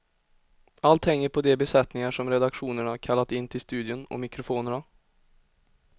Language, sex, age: Swedish, male, 20